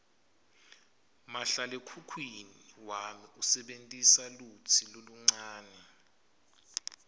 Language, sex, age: Swati, male, 25